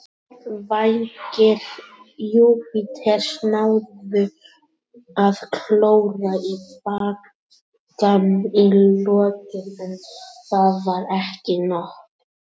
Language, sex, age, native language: Icelandic, female, 18-19, Icelandic